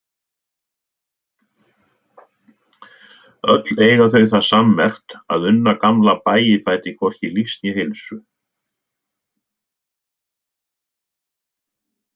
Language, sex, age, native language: Icelandic, male, 60-69, Icelandic